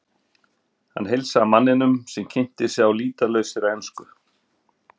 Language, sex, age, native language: Icelandic, male, 50-59, Icelandic